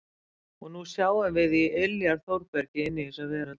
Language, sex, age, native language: Icelandic, female, 60-69, Icelandic